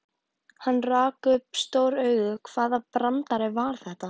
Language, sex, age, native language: Icelandic, female, 12, Icelandic